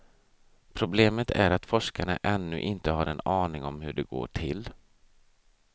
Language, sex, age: Swedish, male, 32